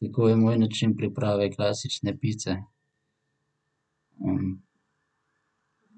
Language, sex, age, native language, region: Slovenian, male, 18-29, Slovenian, Central Slovenia